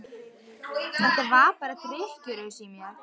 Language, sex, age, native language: Icelandic, female, 12, Icelandic